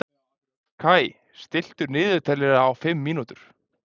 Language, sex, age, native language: Icelandic, male, 20-29, Icelandic